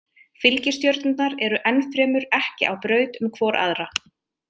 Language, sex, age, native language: Icelandic, female, 30-39, Icelandic